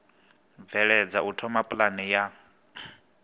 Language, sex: Venda, male